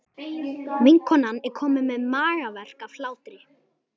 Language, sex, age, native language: Icelandic, male, 11, Icelandic